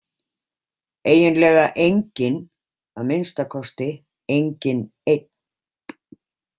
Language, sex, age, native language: Icelandic, female, 50-59, Icelandic